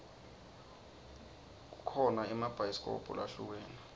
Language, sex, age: Swati, male, 20